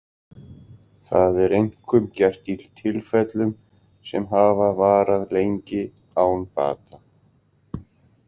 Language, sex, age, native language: Icelandic, male, 40-49, Icelandic